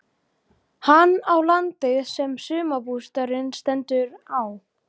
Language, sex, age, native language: Icelandic, male, 12, Icelandic